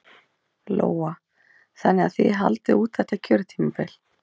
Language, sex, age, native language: Icelandic, female, 30-39, Icelandic